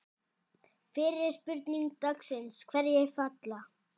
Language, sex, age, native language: Icelandic, male, 10, Icelandic